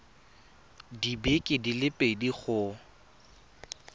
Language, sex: Tswana, male